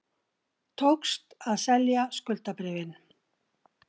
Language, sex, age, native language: Icelandic, female, 60-69, Icelandic